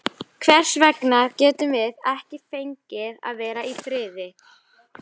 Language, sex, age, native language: Icelandic, female, 11, Icelandic